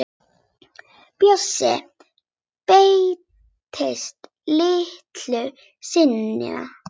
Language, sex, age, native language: Icelandic, female, 8, Icelandic